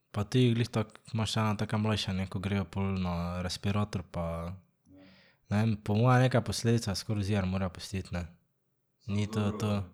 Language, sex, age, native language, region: Slovenian, male, 18-29, Slovenian, Drava region